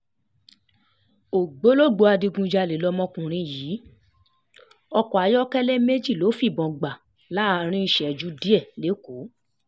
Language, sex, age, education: Yoruba, female, 15-29, tertiary